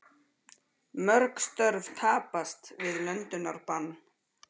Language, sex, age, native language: Icelandic, female, 40-49, Icelandic